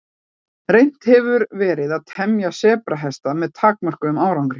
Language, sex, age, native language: Icelandic, female, 40-49, Icelandic